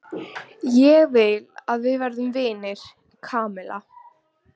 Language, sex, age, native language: Icelandic, female, 12, Icelandic